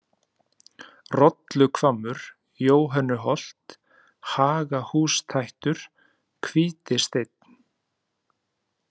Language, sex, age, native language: Icelandic, male, 30-39, Icelandic